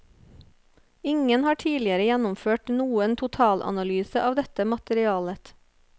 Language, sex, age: Norwegian, female, 30